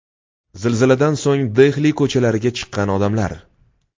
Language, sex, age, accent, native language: Uzbek, male, 25-34, Toshkent shahri, Uzbek